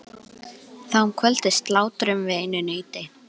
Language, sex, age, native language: Icelandic, female, 11, Icelandic